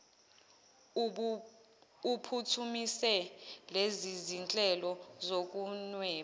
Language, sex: Zulu, female